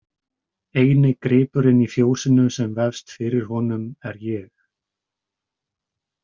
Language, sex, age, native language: Icelandic, male, 20-29, Icelandic